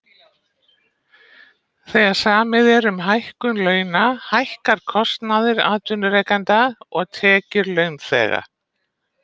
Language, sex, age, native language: Icelandic, female, 60-69, Icelandic